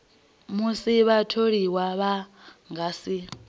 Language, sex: Venda, female